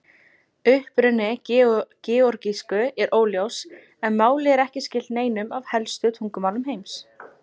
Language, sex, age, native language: Icelandic, female, 20-29, Icelandic